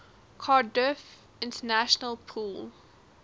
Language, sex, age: English, female, 19